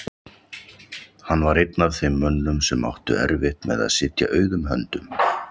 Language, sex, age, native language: Icelandic, male, 40-49, Icelandic